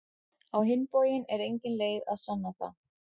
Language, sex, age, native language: Icelandic, female, 40-49, Icelandic